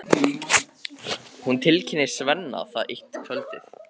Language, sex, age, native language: Icelandic, male, 14, Icelandic